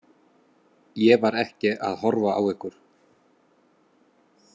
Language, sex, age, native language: Icelandic, male, 50-59, Icelandic